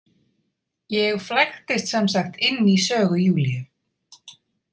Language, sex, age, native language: Icelandic, female, 30-39, Icelandic